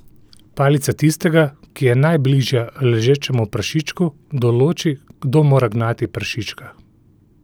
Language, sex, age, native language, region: Slovenian, male, 30-49, Slovenian, Central Slovenia